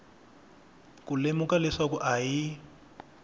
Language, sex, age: Tsonga, male, 21